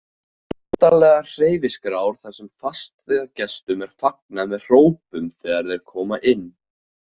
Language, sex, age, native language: Icelandic, male, 18-19, Icelandic